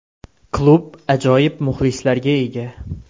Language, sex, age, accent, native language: Uzbek, male, 18-24, Xorazm, Uzbek